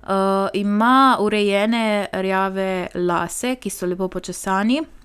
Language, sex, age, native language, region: Slovenian, female, 18-29, Slovenian, Primorsko-notranjska region